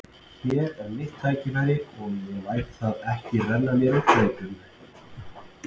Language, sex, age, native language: Icelandic, male, 30-39, Icelandic